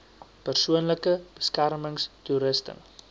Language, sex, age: Afrikaans, male, 22